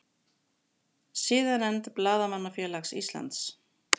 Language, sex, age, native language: Icelandic, female, 40-49, Icelandic